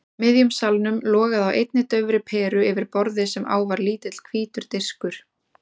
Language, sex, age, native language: Icelandic, female, 20-29, Icelandic